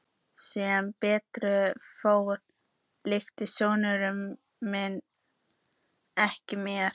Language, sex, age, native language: Icelandic, female, 14, Icelandic